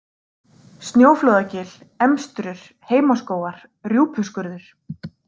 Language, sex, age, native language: Icelandic, female, 30-39, Icelandic